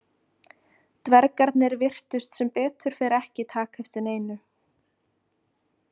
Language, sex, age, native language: Icelandic, female, 20-29, Icelandic